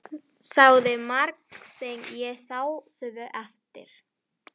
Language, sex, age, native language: Icelandic, female, 11, Spanish